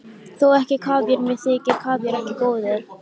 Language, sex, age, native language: Icelandic, female, 13, Icelandic